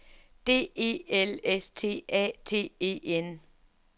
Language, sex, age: Danish, female, 47